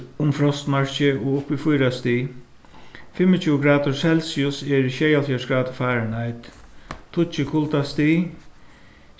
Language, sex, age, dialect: Faroese, male, 61+, Suðuroy